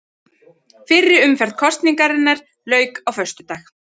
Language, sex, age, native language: Icelandic, female, 30-39, Icelandic